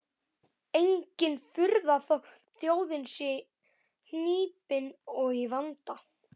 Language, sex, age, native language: Icelandic, male, 11, Icelandic